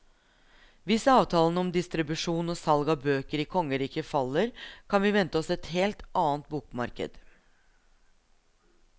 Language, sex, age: Norwegian, female, 42